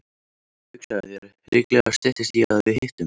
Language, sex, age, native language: Icelandic, male, 13, Icelandic